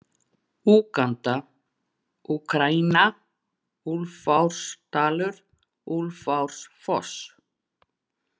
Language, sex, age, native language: Icelandic, female, 40-49, Icelandic